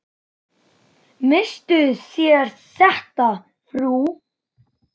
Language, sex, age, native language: Icelandic, female, 9, Icelandic